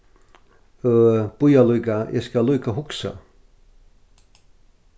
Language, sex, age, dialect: Faroese, male, 61+, Norðurstreymoy/Eysturoy